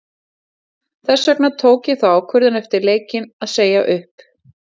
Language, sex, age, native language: Icelandic, female, 40-49, Icelandic